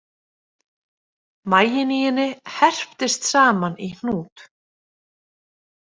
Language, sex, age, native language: Icelandic, female, 30-39, Icelandic